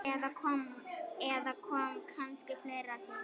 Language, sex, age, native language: Icelandic, female, 9, Icelandic